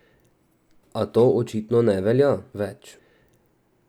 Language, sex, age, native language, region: Slovenian, male, 18-29, Slovenian, Drava region